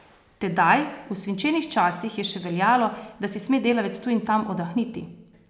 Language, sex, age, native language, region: Slovenian, female, 30-49, Slovenian, Posavska region